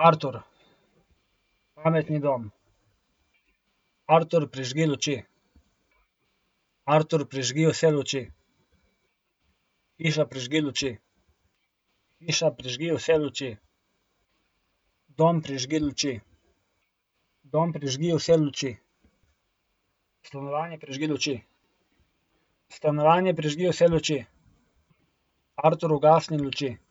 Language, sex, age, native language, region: Slovenian, male, 18-29, Slovenian, Coastal Karst region